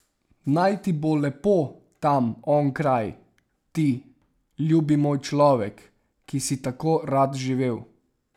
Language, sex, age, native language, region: Slovenian, male, 18-29, Slovenian, Savinja region